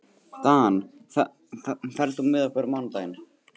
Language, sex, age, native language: Icelandic, male, 18-19, Icelandic